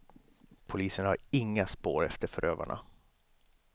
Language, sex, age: Swedish, male, 29